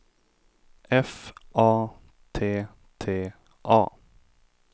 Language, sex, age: Swedish, male, 25